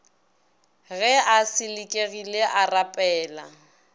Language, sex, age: Northern Sotho, female, 22